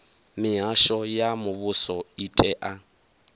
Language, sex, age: Venda, male, 24